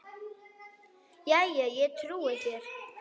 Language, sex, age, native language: Icelandic, female, 8, Icelandic